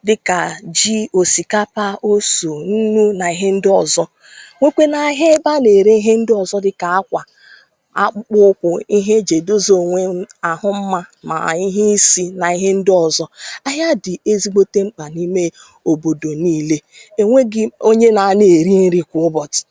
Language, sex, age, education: Igbo, female, 30-45, tertiary